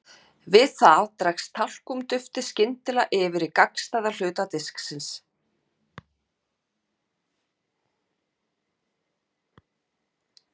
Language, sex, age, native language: Icelandic, female, 50-59, Icelandic